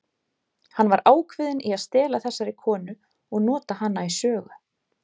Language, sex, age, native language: Icelandic, female, 30-39, Icelandic